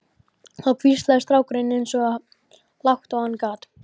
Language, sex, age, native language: Icelandic, male, 12, Icelandic